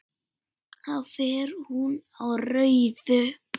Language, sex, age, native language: Icelandic, female, 7, Icelandic